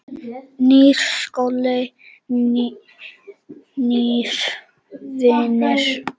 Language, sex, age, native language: Icelandic, male, 8, Czech